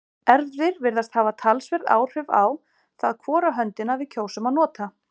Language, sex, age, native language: Icelandic, female, 40-49, Icelandic